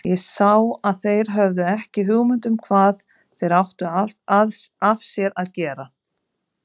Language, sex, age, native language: Icelandic, female, 50-59, Icelandic